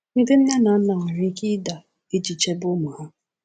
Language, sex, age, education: Igbo, female, 15-29, tertiary